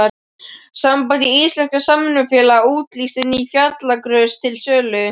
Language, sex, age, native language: Icelandic, male, 12, Icelandic